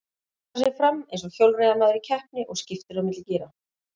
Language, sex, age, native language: Icelandic, female, 50-59, Icelandic